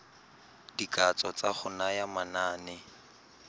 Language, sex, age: Tswana, male, 22